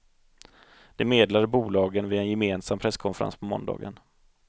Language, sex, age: Swedish, male, 30